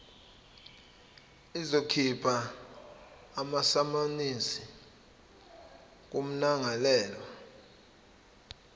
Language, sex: Zulu, male